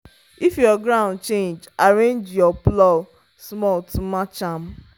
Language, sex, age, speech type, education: Nigerian Pidgin, female, 15-29, spontaneous, tertiary